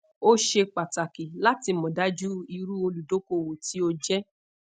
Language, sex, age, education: Yoruba, female, 15-29, tertiary